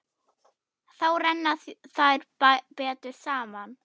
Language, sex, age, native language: Icelandic, female, 8, German